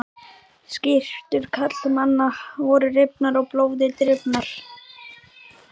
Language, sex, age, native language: Icelandic, male, 11, Icelandic